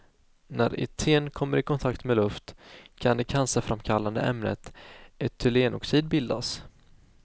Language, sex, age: Swedish, male, 19